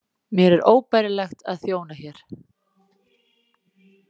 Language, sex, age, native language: Icelandic, female, 40-49, Icelandic